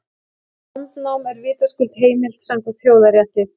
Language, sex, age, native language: Icelandic, female, 18-19, Icelandic